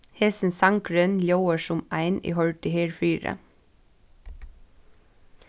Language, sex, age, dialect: Faroese, female, 15-35, Suðurstreymoy